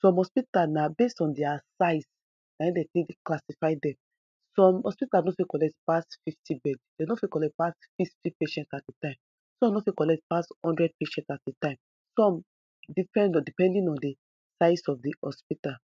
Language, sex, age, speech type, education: Nigerian Pidgin, female, 30-45, spontaneous, tertiary